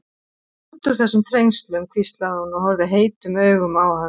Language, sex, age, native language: Icelandic, male, 50-59, Icelandic